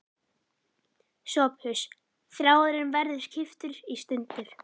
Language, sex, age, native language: Icelandic, female, 11, Icelandic